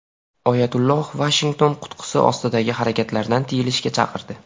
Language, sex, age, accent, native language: Uzbek, male, 18-24, Farg'ona, Uzbek